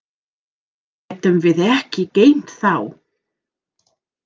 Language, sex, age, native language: Icelandic, female, 40-49, English